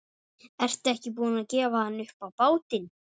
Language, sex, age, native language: Icelandic, male, 12, Icelandic